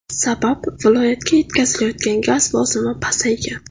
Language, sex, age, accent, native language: Uzbek, female, 19-29, Navoiy, Uzbek